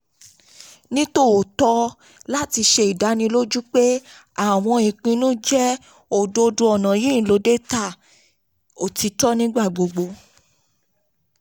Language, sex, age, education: Yoruba, female, 15-29, tertiary